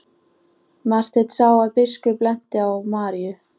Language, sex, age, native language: Icelandic, female, 14, Icelandic